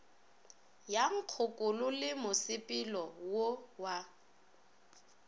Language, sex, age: Northern Sotho, female, 24